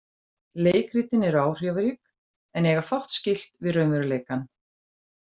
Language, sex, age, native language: Icelandic, female, 40-49, Icelandic